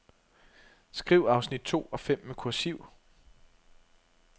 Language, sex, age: Danish, male, 32